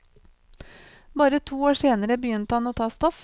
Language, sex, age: Norwegian, female, 28